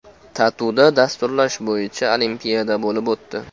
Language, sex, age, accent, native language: Uzbek, male, 18-24, Farg'ona, Uzbek